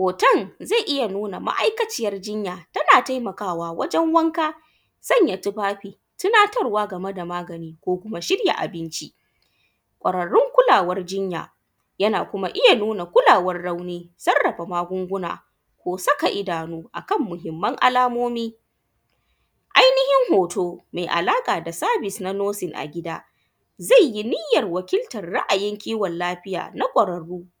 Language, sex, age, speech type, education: Hausa, female, 15-29, spontaneous, tertiary